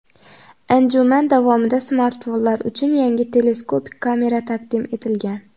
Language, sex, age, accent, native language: Uzbek, female, under 19, Xorazm, Uzbek